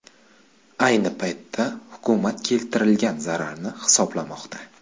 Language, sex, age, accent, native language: Uzbek, male, 25-34, Qashqadaryo, Uzbek